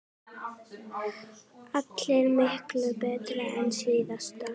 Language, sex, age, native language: Icelandic, female, 9, Icelandic